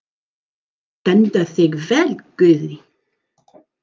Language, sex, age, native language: Icelandic, female, 40-49, English